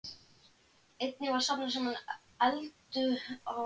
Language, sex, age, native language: Icelandic, male, 12, Icelandic